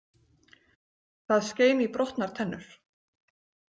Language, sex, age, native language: Icelandic, female, 40-49, Icelandic